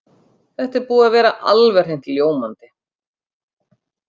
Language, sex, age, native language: Icelandic, female, 50-59, Icelandic